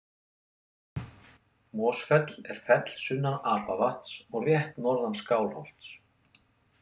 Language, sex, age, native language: Icelandic, male, 40-49, Icelandic